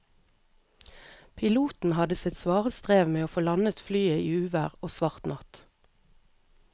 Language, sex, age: Norwegian, female, 38